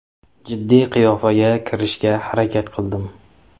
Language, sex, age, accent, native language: Uzbek, male, 25-34, Samarqand, Uzbek